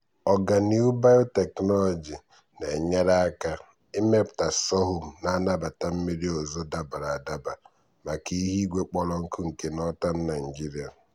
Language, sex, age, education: Igbo, male, 15-29, tertiary